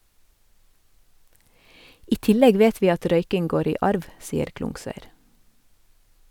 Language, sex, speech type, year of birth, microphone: Norwegian, female, read, 1970, Sennheiser